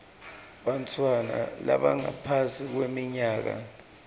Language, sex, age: Swati, male, 26